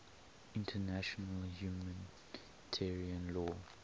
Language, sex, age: English, male, 18